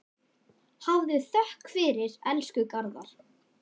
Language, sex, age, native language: Icelandic, female, 10, Icelandic